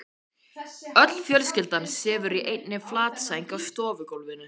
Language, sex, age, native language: Icelandic, male, 13, Icelandic